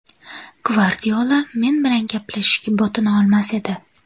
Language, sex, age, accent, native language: Uzbek, female, 18-24, Qashqadaryo, Uzbek